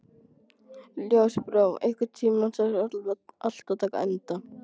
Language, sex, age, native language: Icelandic, female, 12, Icelandic